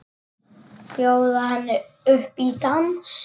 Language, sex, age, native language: Icelandic, male, 10, Icelandic